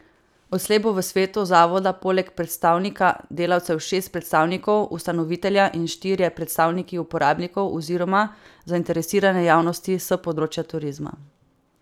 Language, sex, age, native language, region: Slovenian, female, 18-29, Slovenian, Savinja region